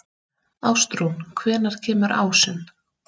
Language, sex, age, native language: Icelandic, female, 30-39, Icelandic